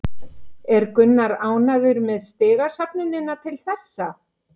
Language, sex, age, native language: Icelandic, female, 50-59, Icelandic